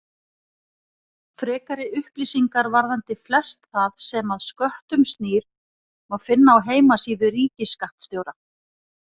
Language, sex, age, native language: Icelandic, female, 40-49, Icelandic